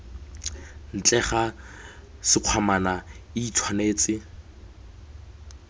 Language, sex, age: Tswana, male, 20